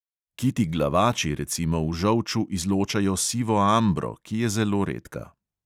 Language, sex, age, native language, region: Slovenian, male, 30-49, Slovenian, Central Slovenia